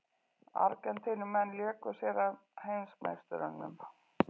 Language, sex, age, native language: Icelandic, female, 40-49, Icelandic